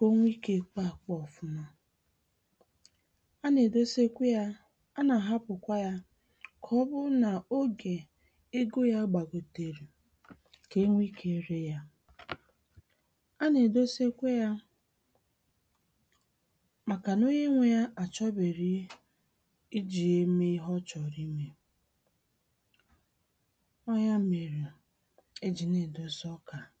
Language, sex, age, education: Igbo, female, 30-45, tertiary